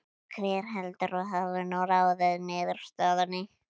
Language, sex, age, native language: Icelandic, female, 11, Icelandic